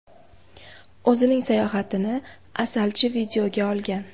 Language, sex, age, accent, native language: Uzbek, female, 18-24, Farg'ona, Uzbek